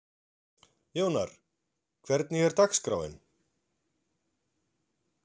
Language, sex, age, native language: Icelandic, male, 40-49, Icelandic